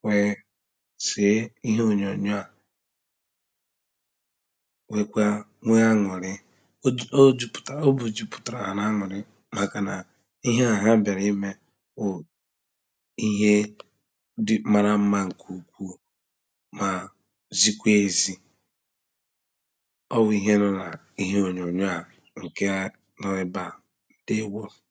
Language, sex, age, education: Igbo, male, 30-45, tertiary